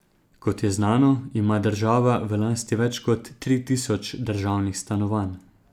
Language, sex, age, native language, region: Slovenian, male, 30-49, Slovenian, Zasavska region